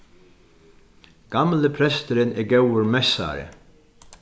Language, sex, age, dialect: Faroese, male, 61+, Sandoy